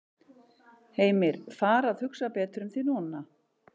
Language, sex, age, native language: Icelandic, male, 11, Icelandic